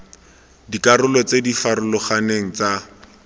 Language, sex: Tswana, male